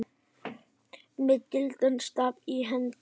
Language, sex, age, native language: Icelandic, male, 10, Icelandic